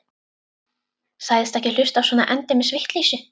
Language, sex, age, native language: Icelandic, female, 12, Icelandic